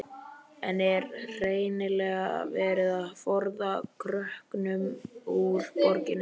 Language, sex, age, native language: Icelandic, male, 11, Icelandic